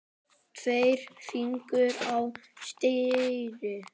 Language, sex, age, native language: Icelandic, male, 10, Icelandic